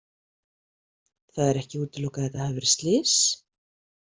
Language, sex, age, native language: Icelandic, female, 40-49, Icelandic